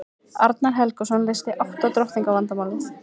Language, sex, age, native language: Icelandic, female, 20-29, Icelandic